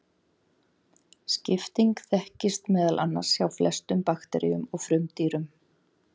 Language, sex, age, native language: Icelandic, female, 40-49, Icelandic